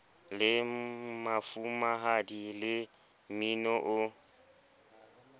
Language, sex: Southern Sotho, male